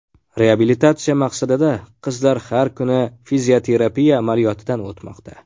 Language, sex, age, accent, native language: Uzbek, male, 18-24, Farg'ona, Uzbek